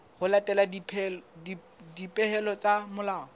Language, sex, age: Southern Sotho, male, 20